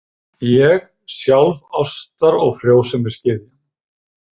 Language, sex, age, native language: Icelandic, male, 30-39, Icelandic